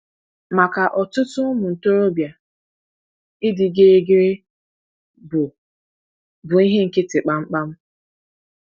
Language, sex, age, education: Igbo, female, 15-29, tertiary